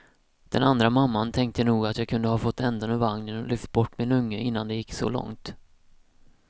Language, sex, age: Swedish, male, 31